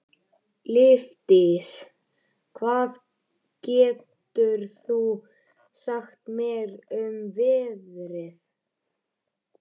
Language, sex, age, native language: Icelandic, male, 13, Icelandic